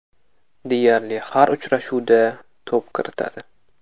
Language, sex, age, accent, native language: Uzbek, male, 18-24, Navoiy, Uzbek